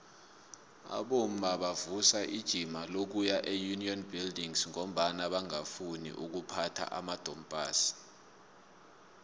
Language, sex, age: South Ndebele, male, 24